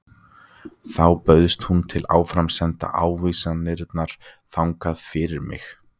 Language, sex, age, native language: Icelandic, male, 20-29, Icelandic